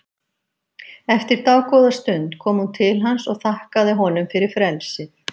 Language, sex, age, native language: Icelandic, female, 50-59, Icelandic